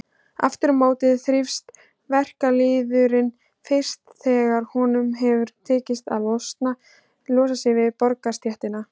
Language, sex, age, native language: Icelandic, female, 16, Icelandic